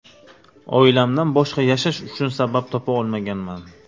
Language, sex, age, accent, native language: Uzbek, male, 25-34, Navoiy, Uzbek